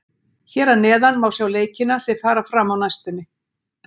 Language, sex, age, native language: Icelandic, female, 60-69, Icelandic